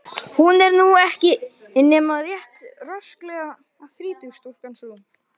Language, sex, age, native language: Icelandic, male, 11, Icelandic